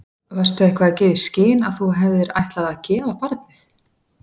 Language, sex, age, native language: Icelandic, female, 40-49, Icelandic